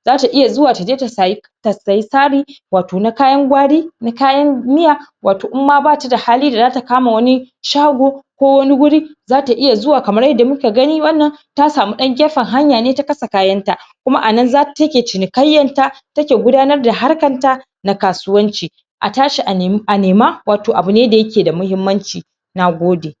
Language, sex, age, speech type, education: Hausa, female, 30-45, spontaneous, tertiary